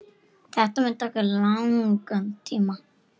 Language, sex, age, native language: Icelandic, female, 9, Icelandic